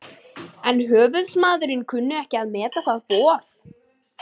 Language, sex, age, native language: Icelandic, male, 50-59, Icelandic